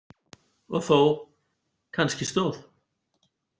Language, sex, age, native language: Icelandic, male, 40-49, Icelandic